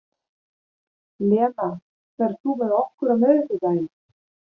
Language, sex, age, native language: Icelandic, female, 40-49, German